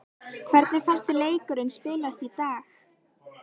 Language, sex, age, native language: Icelandic, female, 12, Icelandic